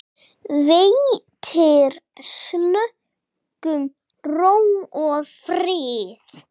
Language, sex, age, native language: Icelandic, female, 6, English